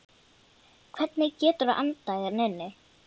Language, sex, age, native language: Icelandic, female, 9, Icelandic